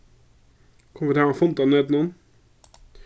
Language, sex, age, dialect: Faroese, male, 36-60, Suðurstreymoy